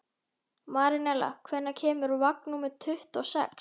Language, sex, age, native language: Icelandic, male, 11, Icelandic